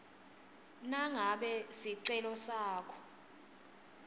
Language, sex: Swati, female